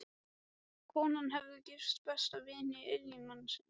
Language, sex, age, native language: Icelandic, male, 12, Icelandic